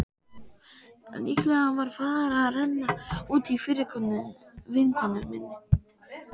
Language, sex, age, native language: Icelandic, male, 12, Icelandic